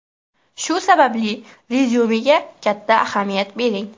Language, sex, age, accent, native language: Uzbek, female, 18-24, Qashqadaryo, Uzbek